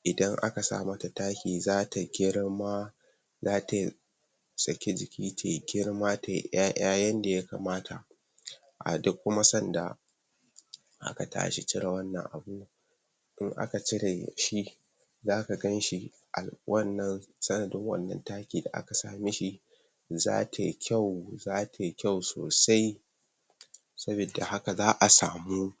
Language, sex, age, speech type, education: Hausa, male, 15-29, spontaneous, tertiary